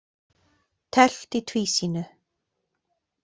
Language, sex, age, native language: Icelandic, female, 40-49, Icelandic